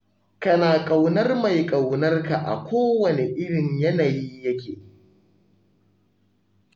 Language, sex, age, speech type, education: Hausa, male, 15-29, spontaneous, tertiary